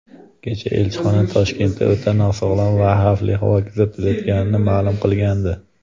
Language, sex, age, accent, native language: Uzbek, male, 25-34, Andijon, Uzbek